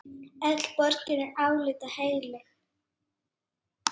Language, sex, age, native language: Icelandic, female, 8, Icelandic